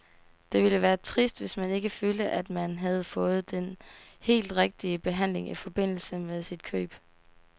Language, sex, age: Danish, female, 18